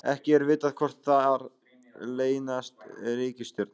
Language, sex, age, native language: Icelandic, male, 18-19, Icelandic